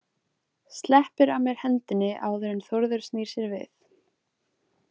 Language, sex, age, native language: Icelandic, female, 20-29, Icelandic